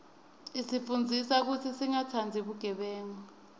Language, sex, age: Swati, female, 20